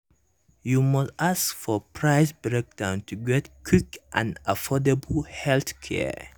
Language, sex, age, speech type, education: Nigerian Pidgin, male, 15-29, spontaneous, tertiary